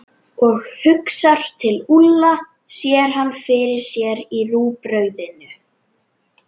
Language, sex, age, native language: Icelandic, female, 11, Icelandic